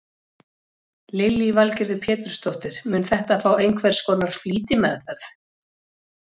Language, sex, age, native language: Icelandic, female, 40-49, Icelandic